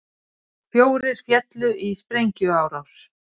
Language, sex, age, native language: Icelandic, female, 50-59, Icelandic